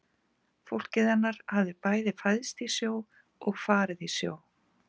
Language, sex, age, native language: Icelandic, female, 50-59, Icelandic